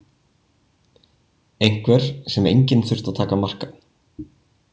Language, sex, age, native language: Icelandic, male, 20-29, Icelandic